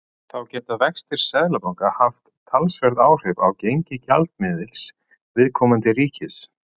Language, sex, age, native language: Icelandic, male, 40-49, Icelandic